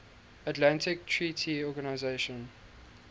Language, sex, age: English, male, 19